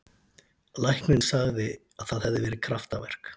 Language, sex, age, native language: Icelandic, male, 40-49, Icelandic